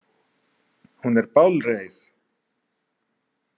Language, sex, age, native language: Icelandic, male, 30-39, Icelandic